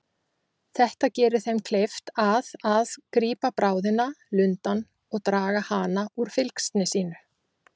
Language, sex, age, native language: Icelandic, female, 40-49, Icelandic